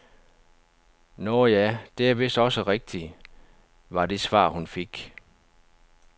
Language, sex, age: Danish, male, 49